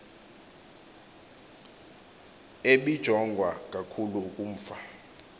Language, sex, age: Xhosa, male, 24